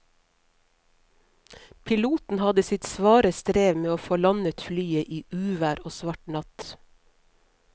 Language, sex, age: Norwegian, female, 50